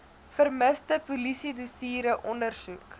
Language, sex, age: Afrikaans, female, 19